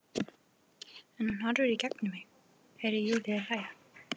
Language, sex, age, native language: Icelandic, female, 11, Icelandic